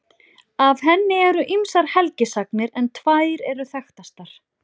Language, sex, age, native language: Icelandic, female, 40-49, Icelandic